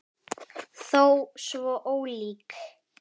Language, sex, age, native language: Icelandic, female, 10, Icelandic